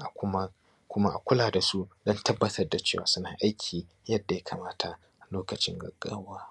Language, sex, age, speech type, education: Hausa, male, 15-29, spontaneous, primary